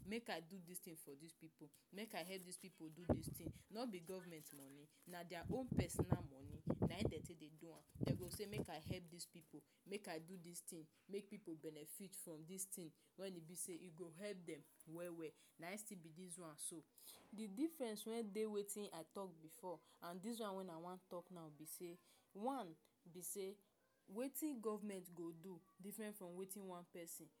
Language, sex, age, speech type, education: Nigerian Pidgin, female, 46-60, spontaneous, tertiary